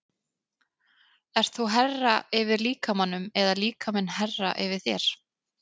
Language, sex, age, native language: Icelandic, female, 30-39, Icelandic